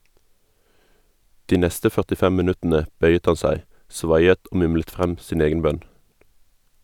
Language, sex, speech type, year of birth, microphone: Norwegian, male, read, 1991, Sennheiser